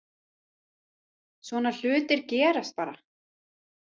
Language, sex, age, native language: Icelandic, female, 40-49, Icelandic